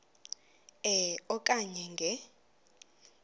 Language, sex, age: Xhosa, female, 24